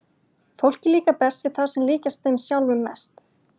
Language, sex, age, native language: Icelandic, male, 40-49, Icelandic